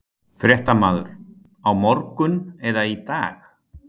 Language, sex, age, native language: Icelandic, male, 60-69, Icelandic